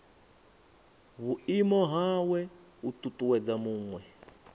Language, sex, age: Venda, male, 24